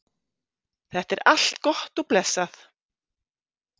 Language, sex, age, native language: Icelandic, female, 50-59, Icelandic